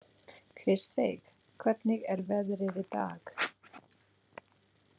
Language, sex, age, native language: Icelandic, female, 30-39, Filipino